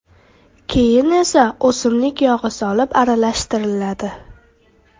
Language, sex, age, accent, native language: Uzbek, female, 12-17, Toshkent viloyati, Uzbek